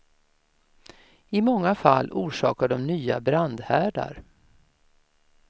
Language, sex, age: Swedish, female, 56